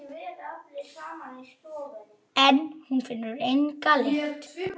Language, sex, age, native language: Icelandic, male, 8, Icelandic